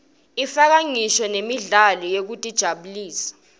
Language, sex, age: Swati, female, 19